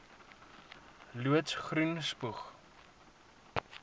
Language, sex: Afrikaans, male